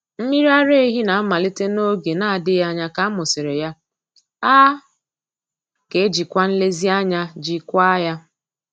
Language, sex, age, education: Igbo, female, 15-29, tertiary